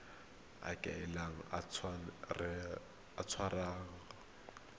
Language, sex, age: Tswana, male, 23